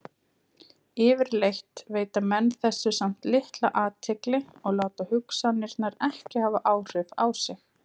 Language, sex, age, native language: Icelandic, female, 30-39, Icelandic